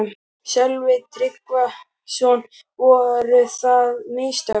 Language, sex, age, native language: Icelandic, male, 12, Icelandic